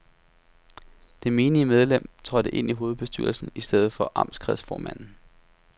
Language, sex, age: Danish, male, 33